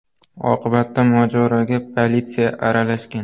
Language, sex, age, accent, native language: Uzbek, male, 12-17, Navoiy, Uzbek